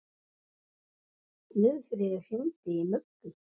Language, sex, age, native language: Icelandic, male, 11, Icelandic